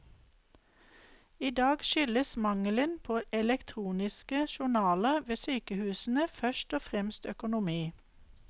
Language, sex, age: Norwegian, female, 52